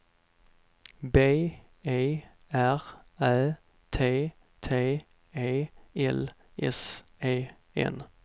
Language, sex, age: Swedish, male, 32